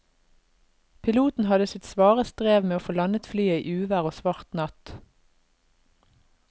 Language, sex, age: Norwegian, female, 32